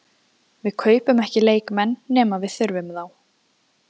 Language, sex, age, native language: Icelandic, female, 20-29, Icelandic